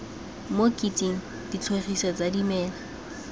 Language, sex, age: Tswana, female, 21